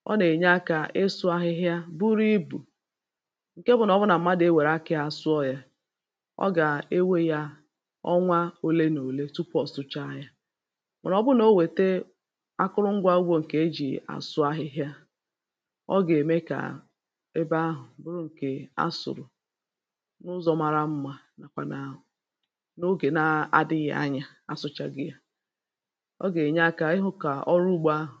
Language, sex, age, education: Igbo, female, 30-45, tertiary